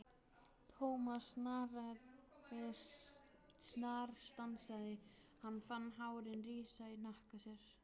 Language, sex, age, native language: Icelandic, female, 13, Icelandic